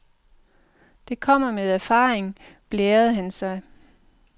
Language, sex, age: Danish, female, 45